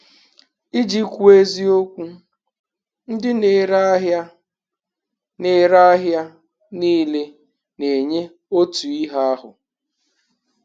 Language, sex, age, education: Igbo, male, 15-29, tertiary